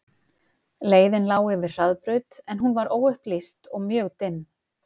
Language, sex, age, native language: Icelandic, female, 50-59, Icelandic